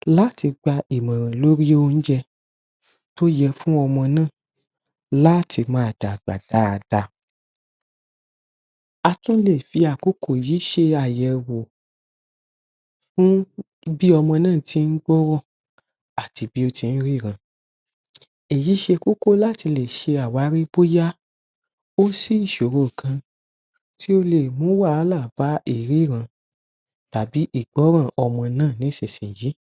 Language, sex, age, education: Yoruba, male, 15-29, tertiary